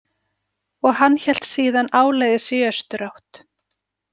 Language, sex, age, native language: Icelandic, female, 40-49, Icelandic